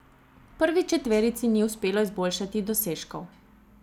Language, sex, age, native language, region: Slovenian, female, 30-49, Slovenian, Zasavska region